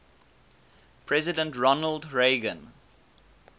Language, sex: English, male